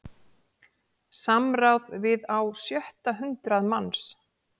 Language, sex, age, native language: Icelandic, female, 40-49, Icelandic